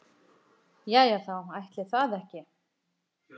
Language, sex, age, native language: Icelandic, female, 50-59, Icelandic